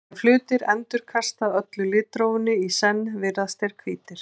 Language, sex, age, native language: Icelandic, female, 40-49, Icelandic